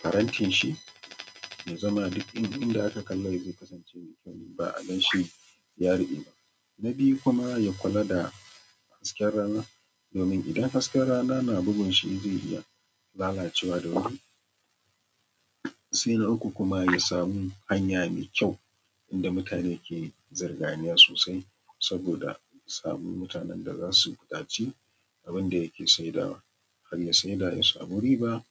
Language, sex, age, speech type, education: Hausa, male, 15-29, spontaneous, tertiary